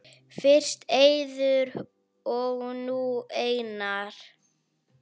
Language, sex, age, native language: Icelandic, female, 9, Icelandic